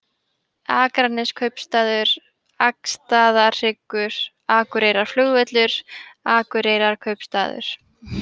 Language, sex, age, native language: Icelandic, female, 18-19, Icelandic